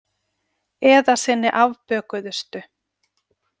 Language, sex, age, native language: Icelandic, female, 40-49, Icelandic